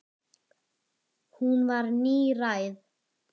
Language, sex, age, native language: Icelandic, female, 10, Icelandic